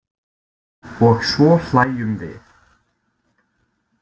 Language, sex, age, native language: Icelandic, male, 20-29, Icelandic